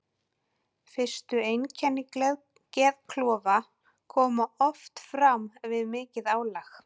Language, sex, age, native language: Icelandic, female, 40-49, Icelandic